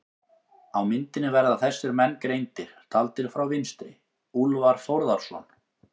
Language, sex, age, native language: Icelandic, male, 30-39, Icelandic